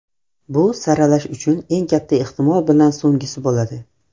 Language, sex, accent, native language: Uzbek, male, Surxondaryo, Russian